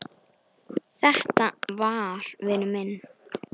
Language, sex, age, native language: Icelandic, female, 10, Icelandic